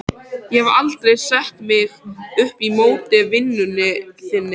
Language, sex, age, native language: Icelandic, other, 13, Icelandic